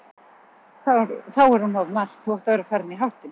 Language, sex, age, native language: Icelandic, female, 40-49, Icelandic